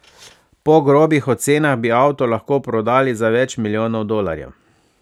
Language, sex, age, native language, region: Slovenian, male, 30-49, Slovenian, Savinja region